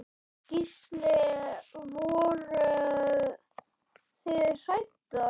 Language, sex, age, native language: Icelandic, male, 10, Icelandic